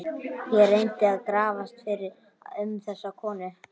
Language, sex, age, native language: Icelandic, male, 12, Icelandic